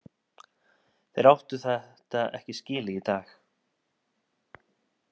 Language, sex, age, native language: Icelandic, male, 30-39, Icelandic